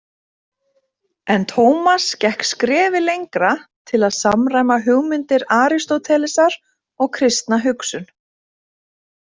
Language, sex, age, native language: Icelandic, female, 30-39, Icelandic